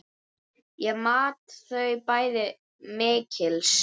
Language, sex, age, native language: Icelandic, male, 9, Icelandic